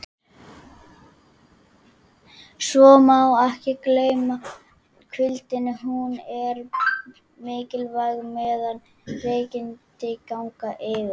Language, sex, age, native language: Icelandic, female, 20-29, Icelandic